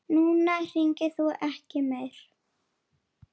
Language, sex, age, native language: Icelandic, female, 8, Icelandic